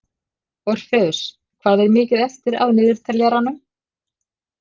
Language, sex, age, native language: Icelandic, female, 50-59, Icelandic